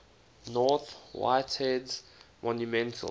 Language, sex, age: English, male, 19